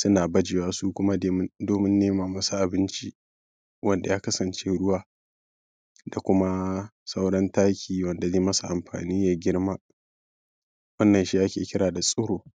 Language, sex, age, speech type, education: Hausa, male, 15-29, spontaneous, primary